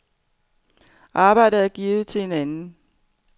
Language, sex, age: Danish, female, 45